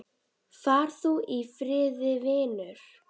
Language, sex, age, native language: Icelandic, female, 10, Icelandic